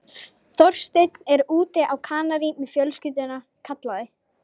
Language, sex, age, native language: Icelandic, female, 12, Icelandic